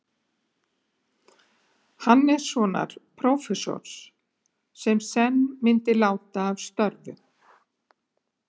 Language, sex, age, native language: Icelandic, female, 70-79, Icelandic